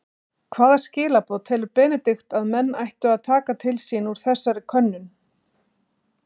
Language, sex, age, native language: Icelandic, female, 50-59, Icelandic